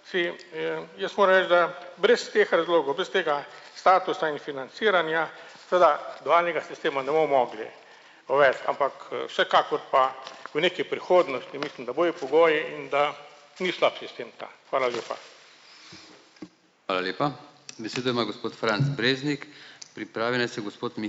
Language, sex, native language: Slovenian, male, Slovenian